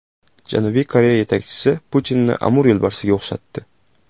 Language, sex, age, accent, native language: Uzbek, male, 18-24, Jizzax, Uzbek